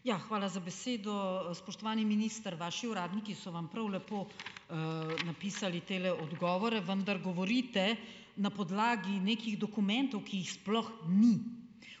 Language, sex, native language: Slovenian, female, Slovenian